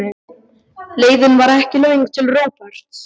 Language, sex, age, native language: Icelandic, male, 12, Icelandic